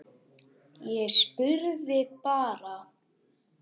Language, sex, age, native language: Icelandic, male, 10, Icelandic